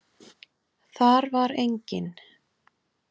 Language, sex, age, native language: Icelandic, female, 30-39, Icelandic